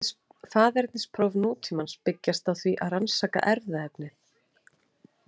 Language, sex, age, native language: Icelandic, female, 30-39, Icelandic